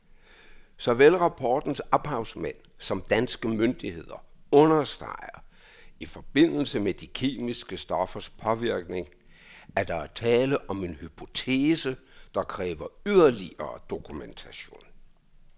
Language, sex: Danish, male